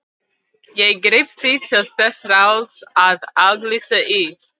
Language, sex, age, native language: Icelandic, male, 20-29, Icelandic